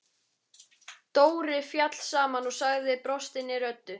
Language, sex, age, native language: Icelandic, female, 13, Icelandic